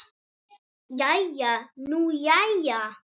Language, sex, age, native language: Icelandic, male, 6, Icelandic